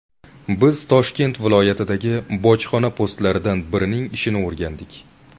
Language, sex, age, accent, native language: Uzbek, male, 19-29, Buxoro, Uzbek